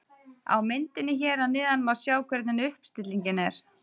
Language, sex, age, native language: Icelandic, female, 30-39, Icelandic